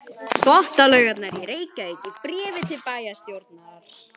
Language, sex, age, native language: Icelandic, male, 11, Icelandic